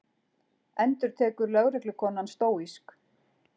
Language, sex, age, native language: Icelandic, female, 40-49, Icelandic